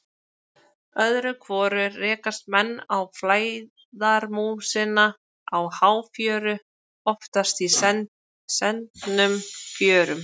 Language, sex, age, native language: Icelandic, female, 20-29, Icelandic